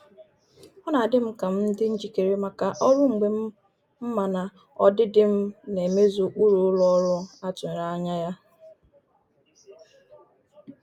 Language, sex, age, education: Igbo, female, 30-45, tertiary